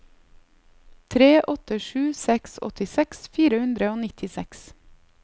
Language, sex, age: Norwegian, female, 30